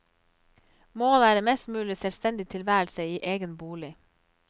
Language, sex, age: Norwegian, female, 34